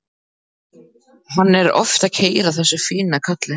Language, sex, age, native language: Icelandic, male, 12, Icelandic